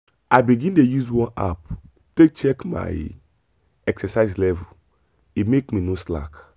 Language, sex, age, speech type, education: Nigerian Pidgin, male, 30-45, spontaneous, tertiary